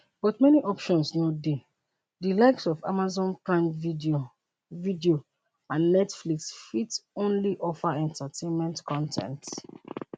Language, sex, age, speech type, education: Nigerian Pidgin, female, 30-45, spontaneous, tertiary